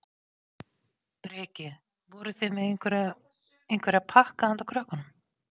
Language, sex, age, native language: Icelandic, female, 40-49, Icelandic